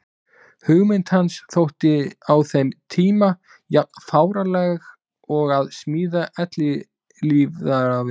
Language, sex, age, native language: Icelandic, male, 20-29, Icelandic